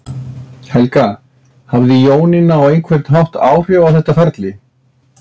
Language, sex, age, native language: Icelandic, male, 60-69, Icelandic